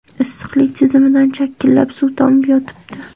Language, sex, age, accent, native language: Uzbek, female, 18-24, Andijon, Uzbek